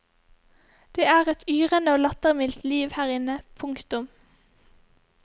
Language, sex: Norwegian, female